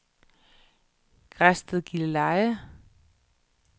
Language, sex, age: Danish, female, 31